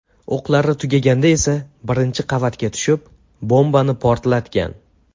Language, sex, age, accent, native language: Uzbek, male, under 19, Jizzax, Uzbek